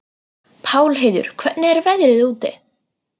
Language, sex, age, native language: Icelandic, female, 40-49, Icelandic